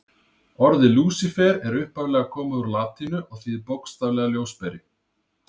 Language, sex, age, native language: Icelandic, male, 30-39, Icelandic